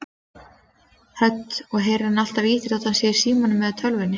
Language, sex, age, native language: Icelandic, female, 30-39, Icelandic